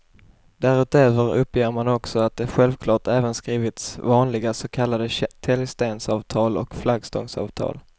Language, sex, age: Swedish, male, 21